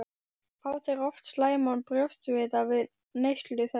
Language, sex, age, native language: Icelandic, female, 12, Icelandic